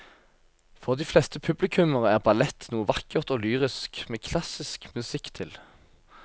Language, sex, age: Norwegian, male, 24